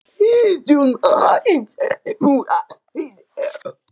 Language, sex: Icelandic, other